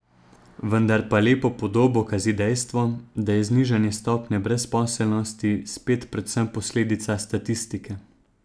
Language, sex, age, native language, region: Slovenian, male, 30-49, Slovenian, Zasavska region